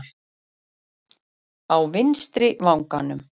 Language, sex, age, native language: Icelandic, female, 40-49, Icelandic